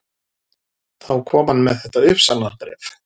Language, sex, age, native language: Icelandic, male, 40-49, Icelandic